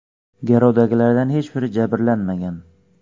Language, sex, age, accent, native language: Uzbek, male, 25-34, Xorazm, Uzbek